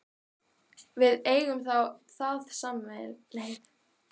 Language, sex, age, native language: Icelandic, female, 12, Icelandic